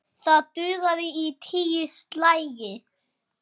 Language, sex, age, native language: Icelandic, male, 6, Icelandic